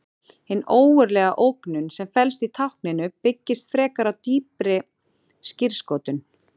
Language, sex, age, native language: Icelandic, female, 40-49, Icelandic